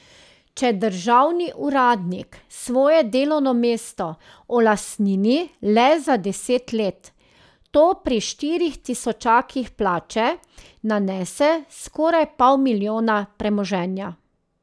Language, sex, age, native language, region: Slovenian, female, 30-49, Slovenian, Drava region